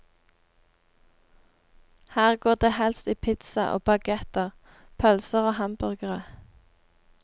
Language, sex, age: Norwegian, female, 18